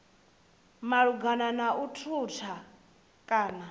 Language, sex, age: Venda, female, 24